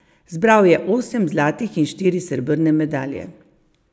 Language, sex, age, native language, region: Slovenian, female, 50-59, Slovenian, Savinja region